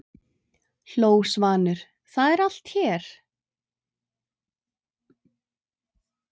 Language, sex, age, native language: Icelandic, female, 30-39, Icelandic